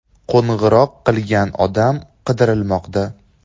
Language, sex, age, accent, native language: Uzbek, male, 18-24, Andijon, Uzbek